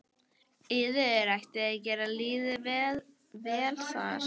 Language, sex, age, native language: Icelandic, female, 12, Icelandic